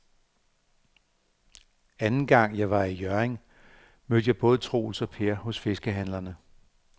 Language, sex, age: Danish, male, 58